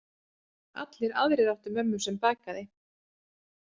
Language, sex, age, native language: Icelandic, female, 30-39, Icelandic